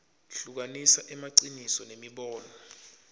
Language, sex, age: Swati, male, 25